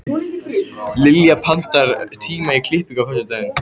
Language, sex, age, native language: Icelandic, male, 14, Icelandic